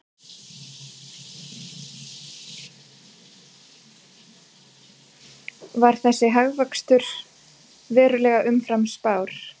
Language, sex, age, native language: Icelandic, female, 40-49, Icelandic